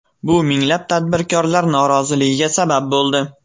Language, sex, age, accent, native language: Uzbek, male, 18-24, Farg'ona, Uzbek